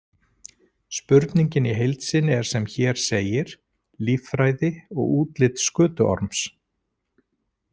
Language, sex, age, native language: Icelandic, male, 40-49, Icelandic